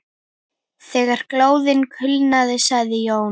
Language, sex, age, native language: Icelandic, female, 9, Icelandic